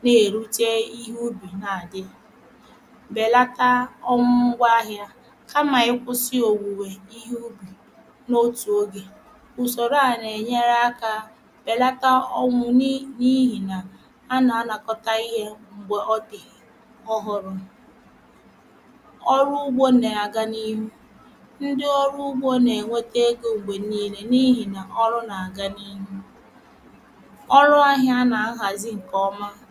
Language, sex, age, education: Igbo, female, 30-45, primary